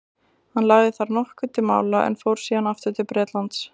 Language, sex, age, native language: Icelandic, female, 20-29, Icelandic